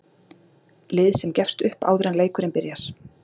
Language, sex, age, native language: Icelandic, female, 40-49, Icelandic